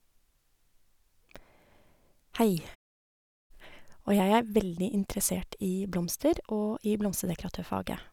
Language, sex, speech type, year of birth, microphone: Norwegian, female, spontaneous, 1970, Sennheiser